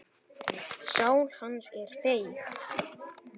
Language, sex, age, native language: Icelandic, male, 10, Icelandic